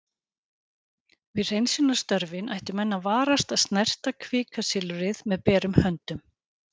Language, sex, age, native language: Icelandic, female, 40-49, Icelandic